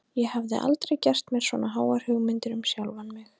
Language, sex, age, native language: Icelandic, female, 30-39, Icelandic